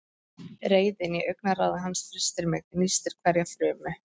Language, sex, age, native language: Icelandic, female, 13, Icelandic